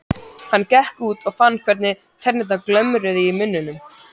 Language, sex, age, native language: Icelandic, male, 14, Icelandic